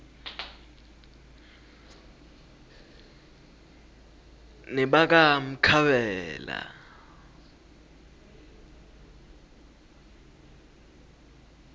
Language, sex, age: Swati, male, 20